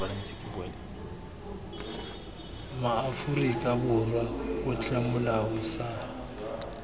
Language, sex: Tswana, male